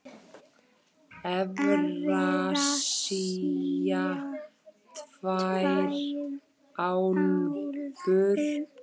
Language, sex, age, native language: Icelandic, male, 7, Icelandic